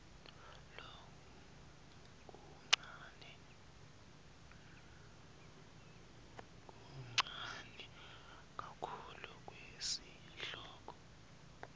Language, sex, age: Swati, male, 23